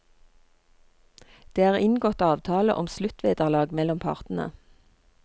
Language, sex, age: Norwegian, female, 39